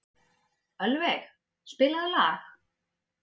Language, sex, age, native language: Icelandic, female, 30-39, Icelandic